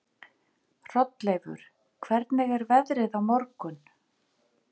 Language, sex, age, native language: Icelandic, female, 50-59, Icelandic